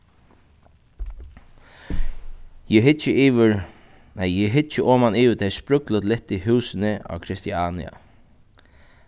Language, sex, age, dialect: Faroese, male, 36-60, Suðuroy